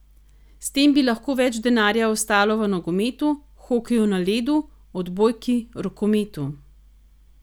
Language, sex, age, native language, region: Slovenian, female, 30-49, Slovenian, Gorenjska region